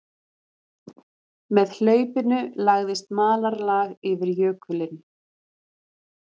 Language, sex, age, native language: Icelandic, female, 30-39, Icelandic